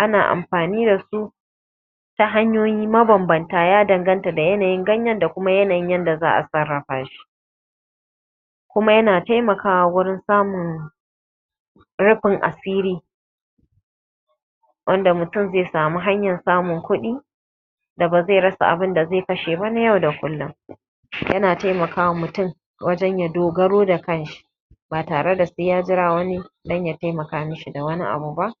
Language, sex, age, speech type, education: Hausa, female, 30-45, spontaneous, tertiary